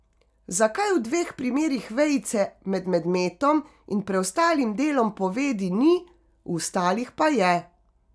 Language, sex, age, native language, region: Slovenian, female, 50-59, Slovenian, Carinthia region